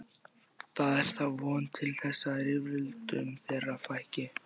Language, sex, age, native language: Icelandic, male, 14, Icelandic